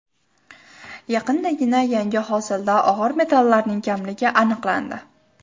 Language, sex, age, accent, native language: Uzbek, female, 18-24, Toshkent shahri, Uzbek